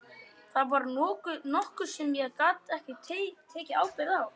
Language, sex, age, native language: Icelandic, male, 12, Icelandic